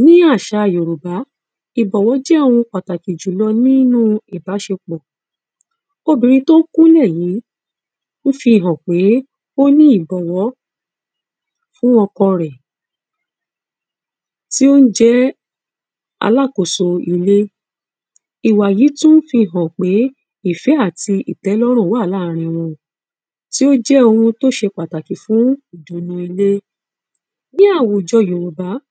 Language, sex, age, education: Yoruba, female, 30-45, secondary